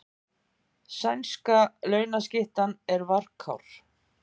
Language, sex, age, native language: Icelandic, female, 50-59, Icelandic